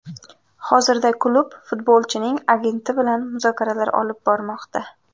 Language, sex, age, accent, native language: Uzbek, female, 19-29, Jizzax, Uzbek